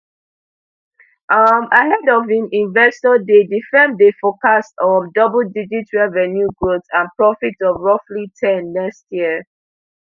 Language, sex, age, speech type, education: Nigerian Pidgin, female, 15-29, spontaneous, tertiary